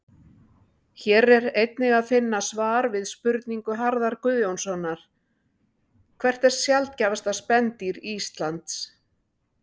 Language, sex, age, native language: Icelandic, female, 60-69, Icelandic